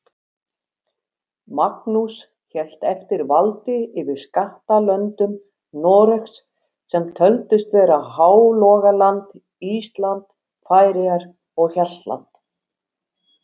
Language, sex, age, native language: Icelandic, female, 50-59, Icelandic